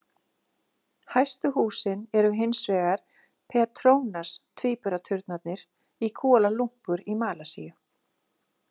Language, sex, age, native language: Icelandic, female, 40-49, Icelandic